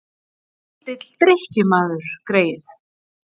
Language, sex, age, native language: Icelandic, female, 30-39, Icelandic